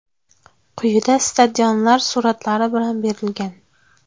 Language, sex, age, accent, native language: Uzbek, female, 19-29, Farg'ona, Uzbek